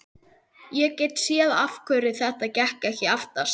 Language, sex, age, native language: Icelandic, male, 18-19, Icelandic